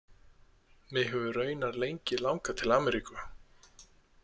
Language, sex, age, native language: Icelandic, male, 30-39, Icelandic